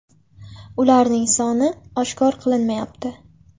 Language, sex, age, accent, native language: Uzbek, female, 18-24, Farg'ona, Uzbek